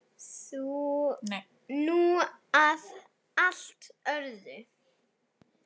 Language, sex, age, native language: Icelandic, female, 7, Icelandic